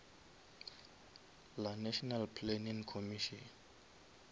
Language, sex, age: Northern Sotho, male, 23